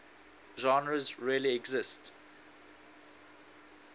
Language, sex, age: English, male, 19